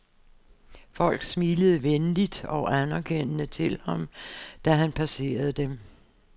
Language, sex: Danish, female